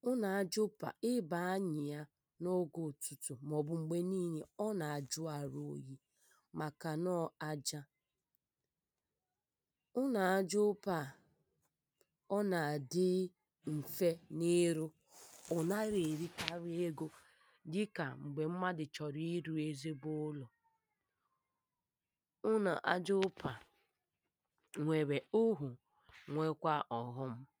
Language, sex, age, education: Igbo, female, 15-29, primary